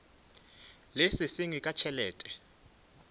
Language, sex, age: Northern Sotho, male, 24